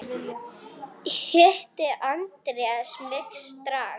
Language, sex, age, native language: Icelandic, female, 10, Arabic